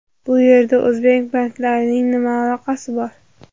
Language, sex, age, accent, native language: Uzbek, male, 18-24, Andijon, Uzbek